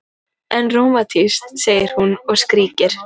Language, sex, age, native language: Icelandic, female, 12, Icelandic